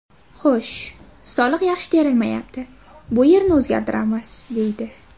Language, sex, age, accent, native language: Uzbek, female, under 19, Farg'ona, Uzbek